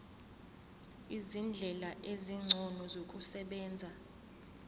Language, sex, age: Zulu, female, 24